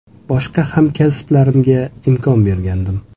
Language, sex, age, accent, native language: Uzbek, male, 25-34, Toshkent viloyati, Uzbek